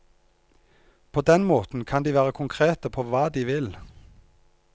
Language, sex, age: Norwegian, male, 34